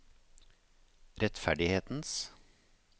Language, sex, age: Norwegian, male, 53